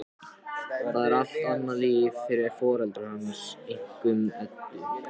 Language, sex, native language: Icelandic, other, Japanese